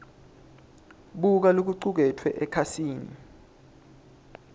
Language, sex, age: Swati, male, 20